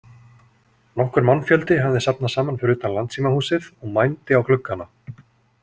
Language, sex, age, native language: Icelandic, male, 40-49, Icelandic